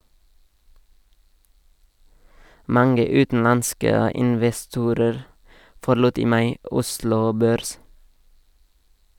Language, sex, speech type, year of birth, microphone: Norwegian, male, read, 1989, Sennheiser